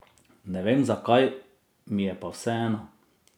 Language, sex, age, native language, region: Slovenian, male, 30-49, Slovenian, Drava region